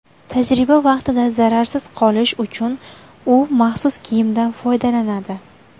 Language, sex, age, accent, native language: Uzbek, female, 19-29, Buxoro, Uzbek